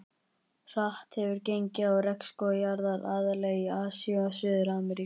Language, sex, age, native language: Icelandic, male, 20-29, Icelandic